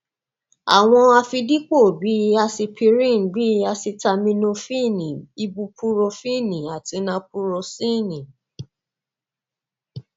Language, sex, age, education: Yoruba, female, 30-45, tertiary